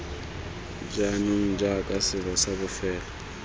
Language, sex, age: Tswana, male, 19